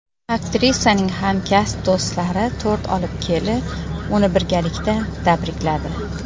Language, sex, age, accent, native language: Uzbek, female, 40-49, Xorazm, Uzbek